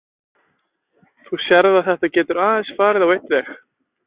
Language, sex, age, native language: Icelandic, male, 20-29, Icelandic